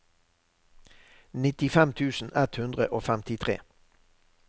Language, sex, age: Norwegian, male, 63